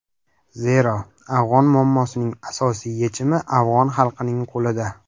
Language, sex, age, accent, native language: Uzbek, male, under 19, Farg'ona, Uzbek